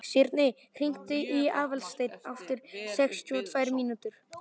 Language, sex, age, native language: Icelandic, male, 11, Icelandic